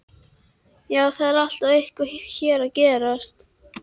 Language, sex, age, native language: Icelandic, female, 11, Icelandic